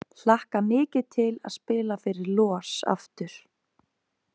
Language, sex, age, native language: Icelandic, female, 20-29, Icelandic